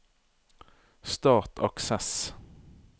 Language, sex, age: Norwegian, male, 31